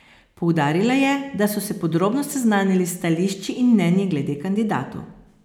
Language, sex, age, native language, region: Slovenian, female, 50-59, Slovenian, Posavska region